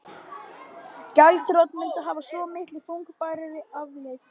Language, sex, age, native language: Icelandic, male, 12, Icelandic